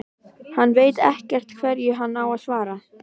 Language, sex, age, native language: Icelandic, female, 12, Icelandic